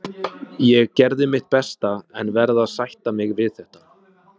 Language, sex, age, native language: Icelandic, male, 20-29, Icelandic